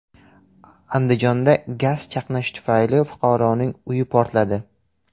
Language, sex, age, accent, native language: Uzbek, male, 18-24, Samarqand, Uzbek